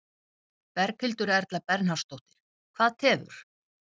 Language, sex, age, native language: Icelandic, female, 50-59, Icelandic